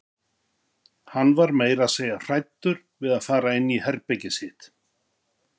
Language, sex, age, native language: Icelandic, male, 50-59, Icelandic